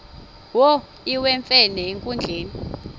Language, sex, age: Xhosa, female, 26